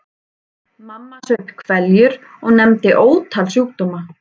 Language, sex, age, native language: Icelandic, male, 11, Icelandic